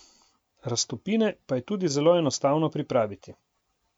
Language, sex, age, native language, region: Slovenian, male, 50-59, Slovenian, Coastal Karst region